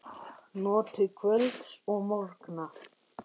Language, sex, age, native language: Icelandic, male, 10, Icelandic